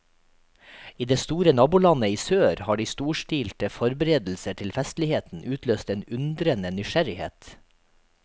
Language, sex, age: Norwegian, male, 43